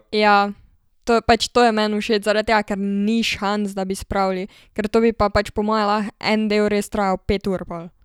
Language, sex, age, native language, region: Slovenian, female, 12-17, Slovenian, Savinja region